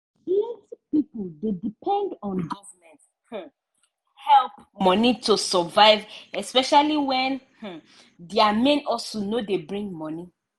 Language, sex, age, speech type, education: Nigerian Pidgin, female, 30-45, spontaneous, secondary